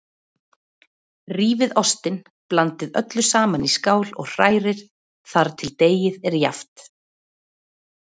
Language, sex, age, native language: Icelandic, female, 40-49, Icelandic